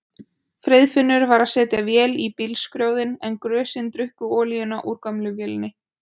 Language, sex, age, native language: Icelandic, female, 20-29, Icelandic